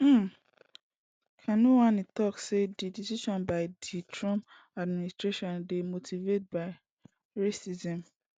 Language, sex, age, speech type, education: Nigerian Pidgin, female, 15-29, spontaneous, secondary